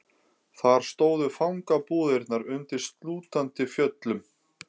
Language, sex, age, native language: Icelandic, female, 11, Icelandic